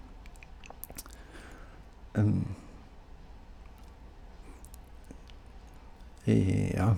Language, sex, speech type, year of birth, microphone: Norwegian, male, spontaneous, 1952, Shure